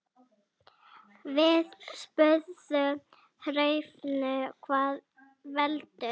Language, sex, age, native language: Icelandic, female, 40-49, Icelandic